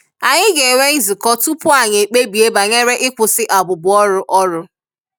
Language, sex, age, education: Igbo, female, 15-29, tertiary